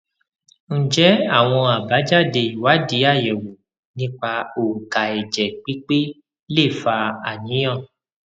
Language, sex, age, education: Yoruba, male, 30-45, tertiary